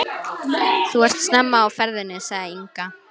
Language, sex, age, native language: Icelandic, female, 11, Icelandic